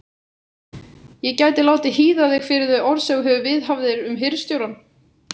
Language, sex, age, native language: Icelandic, female, 18-19, Icelandic